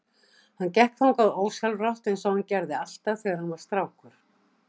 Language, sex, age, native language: Icelandic, female, 60-69, Icelandic